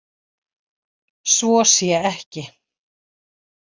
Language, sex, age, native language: Icelandic, female, 60-69, Icelandic